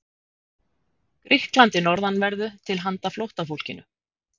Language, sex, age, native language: Icelandic, female, 50-59, Icelandic